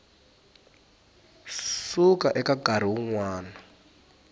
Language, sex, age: Tsonga, male, 18